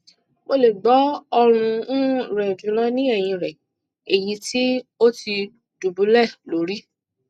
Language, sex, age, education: Yoruba, female, 30-45, tertiary